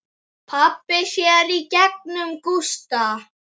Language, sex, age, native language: Icelandic, male, 9, Icelandic